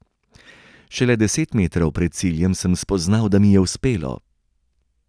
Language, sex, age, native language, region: Slovenian, male, 30-49, Slovenian, Gorenjska region